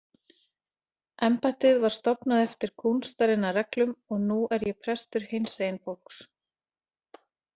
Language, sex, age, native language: Icelandic, female, 40-49, Icelandic